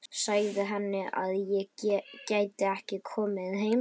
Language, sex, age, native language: Icelandic, male, 11, Icelandic